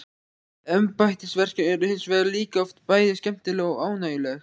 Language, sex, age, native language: Icelandic, male, 14, Icelandic